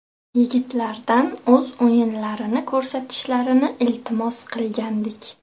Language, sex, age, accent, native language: Uzbek, female, 18-24, Qashqadaryo, Uzbek